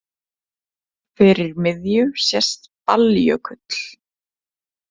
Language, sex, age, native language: Icelandic, female, 30-39, Icelandic